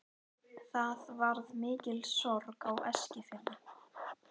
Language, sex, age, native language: Icelandic, male, 11, Icelandic